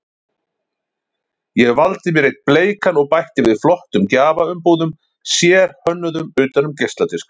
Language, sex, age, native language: Icelandic, male, 50-59, Icelandic